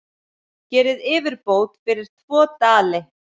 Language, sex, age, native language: Icelandic, male, 7, Icelandic